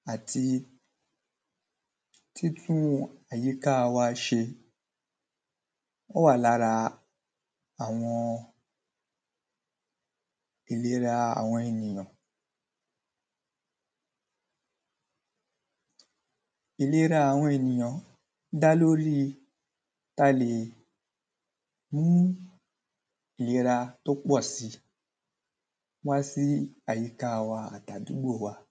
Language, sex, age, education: Yoruba, male, 15-29, primary